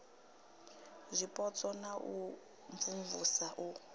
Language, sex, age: Venda, female, 26